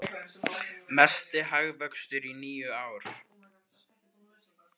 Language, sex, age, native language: Icelandic, male, 18-19, Icelandic